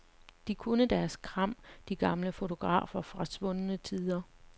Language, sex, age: Danish, female, 35